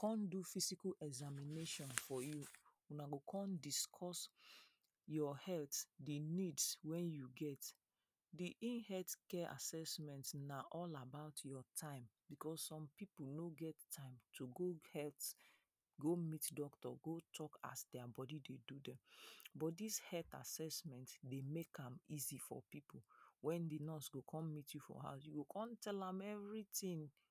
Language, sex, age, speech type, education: Nigerian Pidgin, female, 30-45, spontaneous, secondary